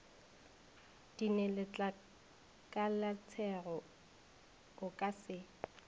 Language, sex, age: Northern Sotho, female, 21